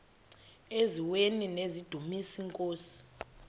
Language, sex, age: Xhosa, female, 20